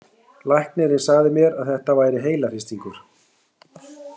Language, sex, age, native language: Icelandic, male, 60-69, Icelandic